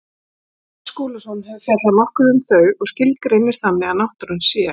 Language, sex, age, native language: Icelandic, female, 40-49, Icelandic